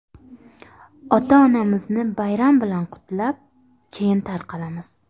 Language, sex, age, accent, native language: Uzbek, female, 18-24, Farg'ona, Uzbek